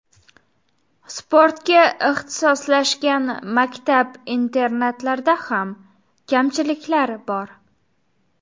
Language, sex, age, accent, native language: Uzbek, female, 18-24, Farg'ona, Uzbek